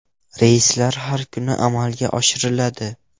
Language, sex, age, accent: Uzbek, male, 12-17, Toshkent viloyati